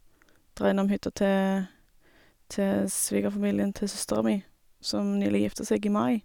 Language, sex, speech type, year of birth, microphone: Norwegian, female, spontaneous, 1987, Sennheiser